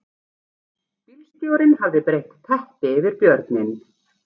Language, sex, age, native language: Icelandic, female, 40-49, Icelandic